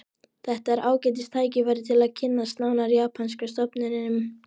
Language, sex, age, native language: Icelandic, male, 12, Icelandic